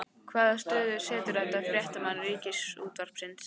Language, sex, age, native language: Icelandic, female, 15, Icelandic